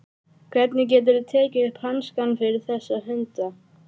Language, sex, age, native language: Icelandic, female, 12, Icelandic